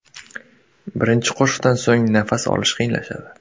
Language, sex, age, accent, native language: Uzbek, male, 18-24, Surxondaryo, Uzbek